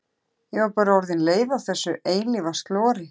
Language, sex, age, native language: Icelandic, male, 13, Icelandic